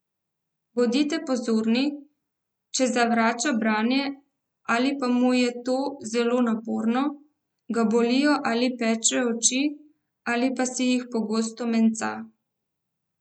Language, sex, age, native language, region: Slovenian, female, 18-29, Slovenian, Central Slovenia